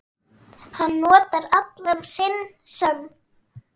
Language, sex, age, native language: Icelandic, female, 9, Icelandic